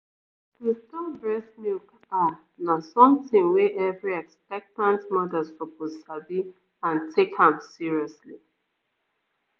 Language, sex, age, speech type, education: Nigerian Pidgin, female, 15-29, spontaneous, tertiary